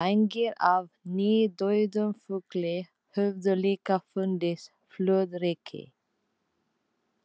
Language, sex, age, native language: Icelandic, female, 40-49, Filipino